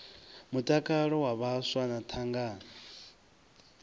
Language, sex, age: Venda, male, 23